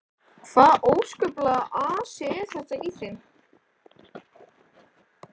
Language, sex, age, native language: Icelandic, male, 11, Icelandic